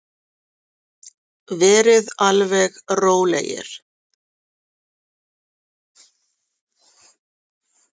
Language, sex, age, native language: Icelandic, female, 40-49, Icelandic